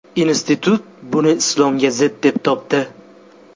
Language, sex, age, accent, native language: Uzbek, male, 18-24, Jizzax, Uzbek